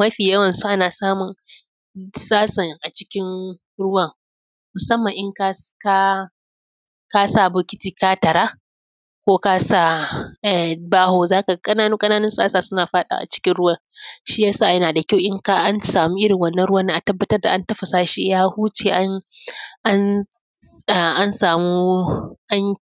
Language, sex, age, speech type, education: Hausa, female, 15-29, spontaneous, tertiary